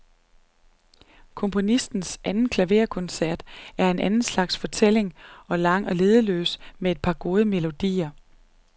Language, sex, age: Danish, female, 39